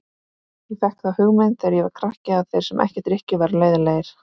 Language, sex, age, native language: Icelandic, female, 18-19, Icelandic